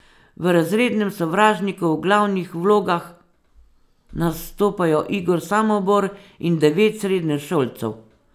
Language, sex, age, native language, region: Slovenian, female, 50-59, Slovenian, Savinja region